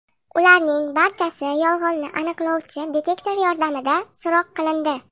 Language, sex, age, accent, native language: Uzbek, female, under 19, Andijon, Uzbek